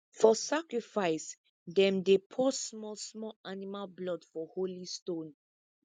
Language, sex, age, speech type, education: Nigerian Pidgin, female, 15-29, spontaneous, tertiary